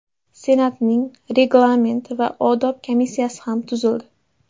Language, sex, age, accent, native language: Uzbek, female, 18-24, Andijon, Uzbek